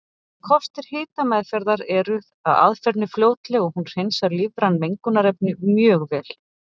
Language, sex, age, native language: Icelandic, female, 40-49, Icelandic